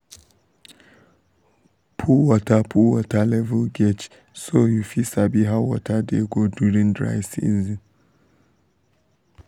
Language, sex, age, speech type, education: Nigerian Pidgin, male, 15-29, spontaneous, tertiary